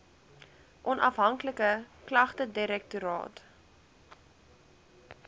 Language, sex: Afrikaans, female